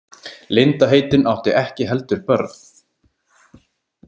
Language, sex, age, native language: Icelandic, male, 20-29, Icelandic